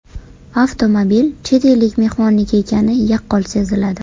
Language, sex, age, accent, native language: Uzbek, female, 18-24, Toshkent shahri, Uzbek